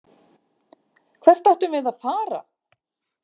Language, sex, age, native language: Icelandic, female, 50-59, Icelandic